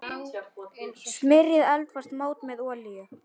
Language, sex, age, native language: Icelandic, male, 9, Icelandic